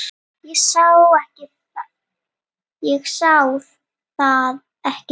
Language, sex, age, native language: Icelandic, female, 8, Icelandic